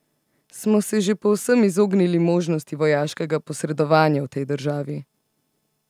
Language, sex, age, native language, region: Slovenian, female, 18-29, Slovenian, Central Slovenia